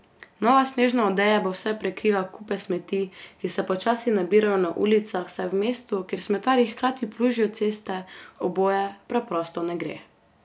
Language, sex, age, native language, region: Slovenian, female, 18-29, Slovenian, Carinthia region